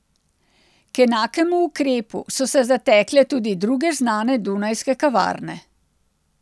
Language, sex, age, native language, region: Slovenian, female, 60+, Slovenian, Central Slovenia